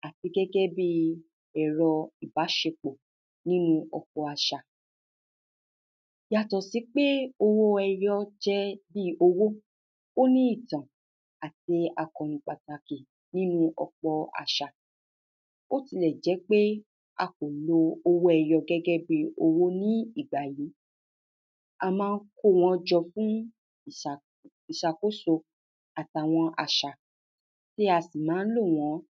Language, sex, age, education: Yoruba, female, 15-29, tertiary